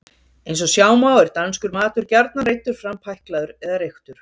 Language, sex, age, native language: Icelandic, female, 50-59, Icelandic